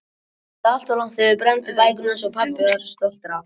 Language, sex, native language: Icelandic, male, Icelandic